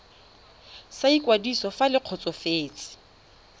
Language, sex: Tswana, female